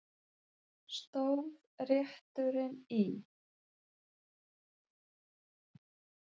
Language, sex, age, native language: Icelandic, female, 40-49, Icelandic